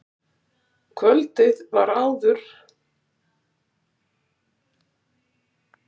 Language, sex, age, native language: Icelandic, female, 60-69, Icelandic